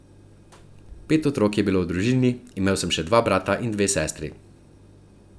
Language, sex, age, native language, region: Slovenian, male, 30-49, Slovenian, Central Slovenia